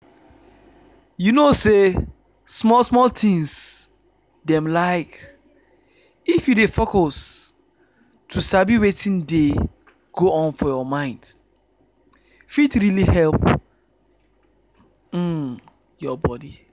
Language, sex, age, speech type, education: Nigerian Pidgin, male, 15-29, spontaneous, tertiary